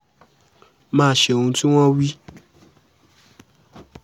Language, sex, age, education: Yoruba, male, 15-29, secondary